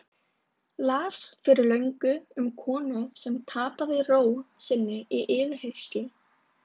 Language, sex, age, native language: Icelandic, female, 20-29, Icelandic